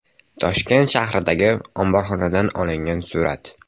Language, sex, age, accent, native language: Uzbek, male, 18-24, Andijon, Uzbek